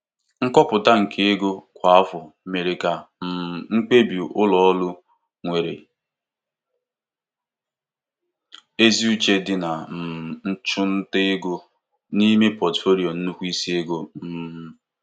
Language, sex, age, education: Igbo, male, 15-29, tertiary